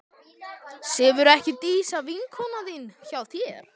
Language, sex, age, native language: Icelandic, male, 12, Icelandic